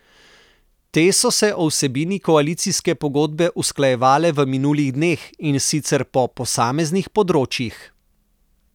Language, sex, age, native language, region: Slovenian, male, 30-49, Slovenian, Southeast Slovenia